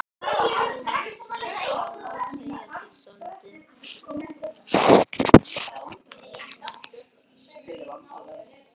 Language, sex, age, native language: Icelandic, female, 11, Icelandic